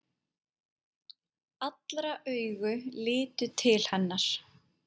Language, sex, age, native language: Icelandic, female, 8, Icelandic